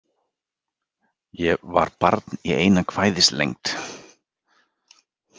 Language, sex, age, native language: Icelandic, male, 40-49, Icelandic